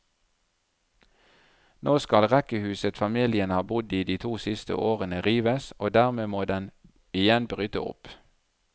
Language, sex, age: Norwegian, male, 37